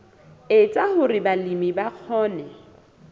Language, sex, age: Southern Sotho, female, 27